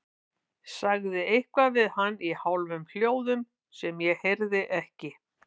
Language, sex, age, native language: Icelandic, female, 50-59, Icelandic